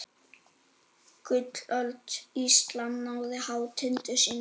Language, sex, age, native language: Icelandic, male, 8, Icelandic